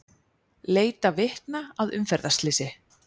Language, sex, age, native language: Icelandic, female, 30-39, Icelandic